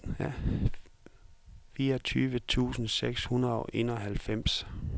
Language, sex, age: Danish, male, 44